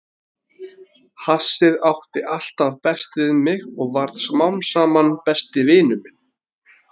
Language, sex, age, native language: Icelandic, male, 30-39, Icelandic